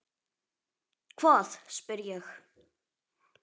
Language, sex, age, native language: Icelandic, male, 10, Icelandic